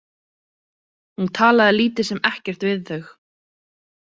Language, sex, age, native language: Icelandic, female, 30-39, Icelandic